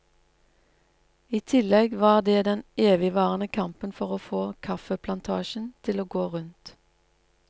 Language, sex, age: Norwegian, female, 47